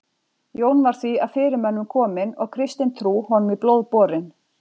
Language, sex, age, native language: Icelandic, female, 40-49, Icelandic